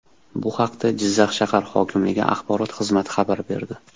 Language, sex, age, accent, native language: Uzbek, male, 19-29, Toshkent shahri, Uzbek